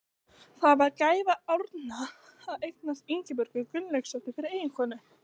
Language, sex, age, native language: Icelandic, other, 15, Icelandic